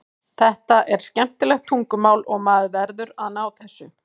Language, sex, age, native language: Icelandic, female, 40-49, Icelandic